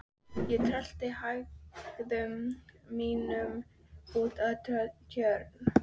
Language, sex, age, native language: Icelandic, female, 13, Icelandic